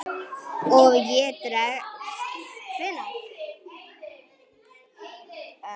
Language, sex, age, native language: Icelandic, female, 9, Icelandic